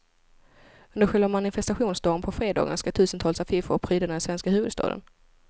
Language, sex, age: Swedish, female, 25